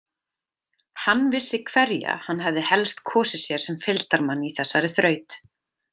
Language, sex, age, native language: Icelandic, female, 30-39, Icelandic